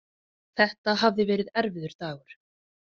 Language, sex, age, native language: Icelandic, female, 40-49, Icelandic